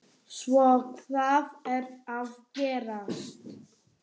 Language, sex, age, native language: Icelandic, male, 9, Polish